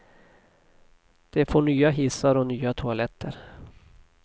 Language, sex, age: Swedish, male, 40